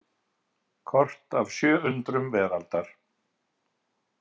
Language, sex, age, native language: Icelandic, male, 50-59, Icelandic